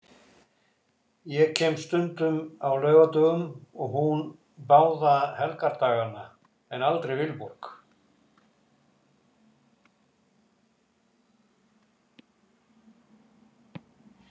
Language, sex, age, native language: Icelandic, male, 60-69, Icelandic